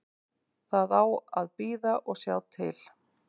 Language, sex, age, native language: Icelandic, female, 50-59, Icelandic